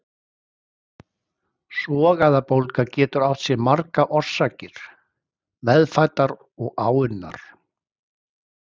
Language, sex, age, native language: Icelandic, male, 60-69, Icelandic